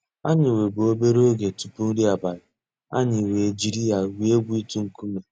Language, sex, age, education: Igbo, male, 15-29, tertiary